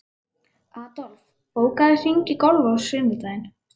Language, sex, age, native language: Icelandic, female, 11, Icelandic